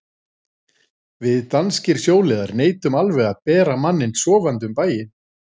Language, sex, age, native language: Icelandic, female, 40-49, Icelandic